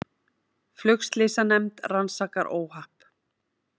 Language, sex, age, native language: Icelandic, female, 30-39, Icelandic